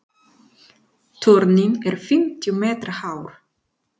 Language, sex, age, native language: Icelandic, female, 40-49, Spanish